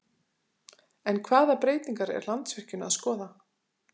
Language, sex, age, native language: Icelandic, female, 40-49, Icelandic